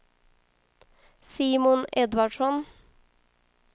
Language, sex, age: Swedish, female, 22